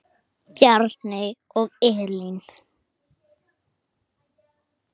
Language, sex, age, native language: Icelandic, male, 8, Icelandic